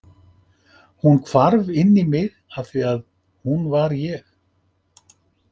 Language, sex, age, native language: Icelandic, male, 50-59, Icelandic